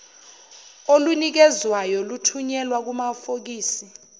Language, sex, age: Zulu, female, 29